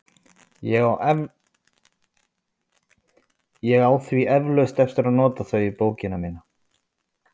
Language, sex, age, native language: Icelandic, male, 20-29, Icelandic